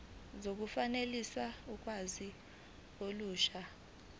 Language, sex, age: Zulu, female, 19